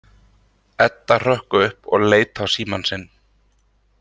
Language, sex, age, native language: Icelandic, male, 30-39, Icelandic